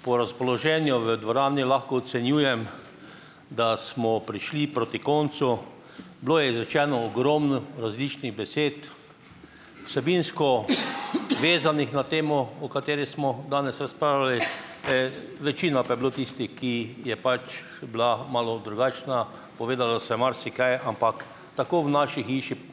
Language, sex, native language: Slovenian, male, Slovenian